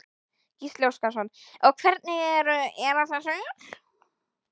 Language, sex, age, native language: Icelandic, female, 11, Icelandic